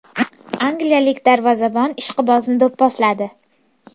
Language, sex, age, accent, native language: Uzbek, female, 18-24, Farg'ona, Uzbek